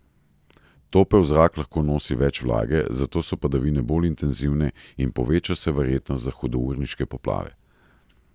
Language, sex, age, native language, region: Slovenian, male, 30-49, Slovenian, Central Slovenia